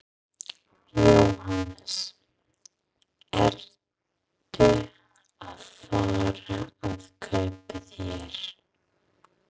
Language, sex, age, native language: Icelandic, female, 30-39, English